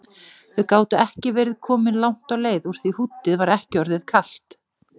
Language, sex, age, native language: Icelandic, female, 40-49, Icelandic